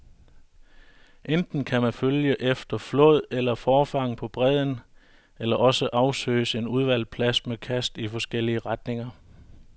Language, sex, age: Danish, male, 41